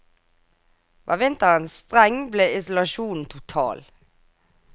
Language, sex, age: Norwegian, female, 24